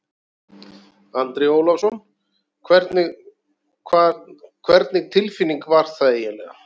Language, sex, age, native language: Icelandic, male, 40-49, Icelandic